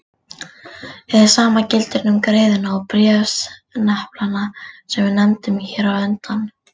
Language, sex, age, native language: Icelandic, female, 40-49, Icelandic